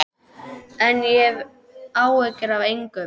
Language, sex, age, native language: Icelandic, male, 12, Icelandic